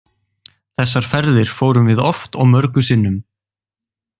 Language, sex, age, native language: Icelandic, male, 18-19, Icelandic